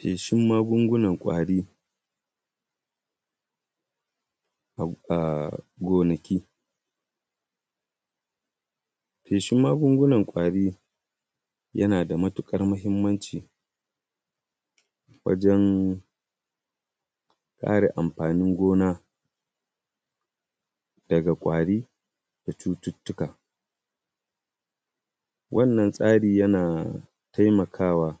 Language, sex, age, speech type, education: Hausa, male, 15-29, spontaneous, primary